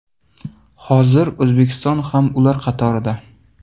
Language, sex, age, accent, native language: Uzbek, male, 18-24, Farg'ona, Uzbek